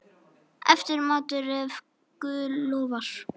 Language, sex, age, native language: Icelandic, male, 18-19, Icelandic